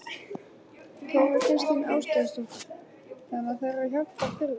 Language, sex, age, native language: Icelandic, male, 11, Icelandic